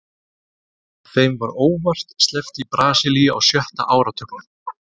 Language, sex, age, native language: Icelandic, male, 30-39, Icelandic